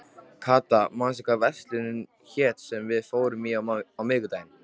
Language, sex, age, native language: Icelandic, male, 13, Icelandic